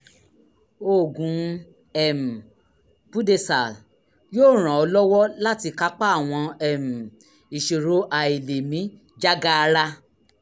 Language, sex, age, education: Yoruba, female, 46-60, tertiary